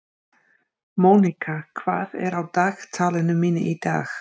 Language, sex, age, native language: Icelandic, female, 50-59, Dutch